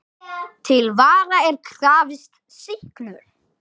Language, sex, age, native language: Icelandic, male, 10, Icelandic